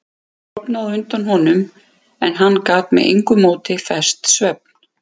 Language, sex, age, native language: Icelandic, female, 50-59, Icelandic